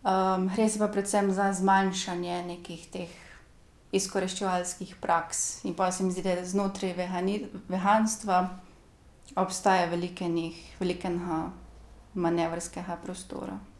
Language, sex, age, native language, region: Slovenian, female, 18-29, Slovenian, Gorica region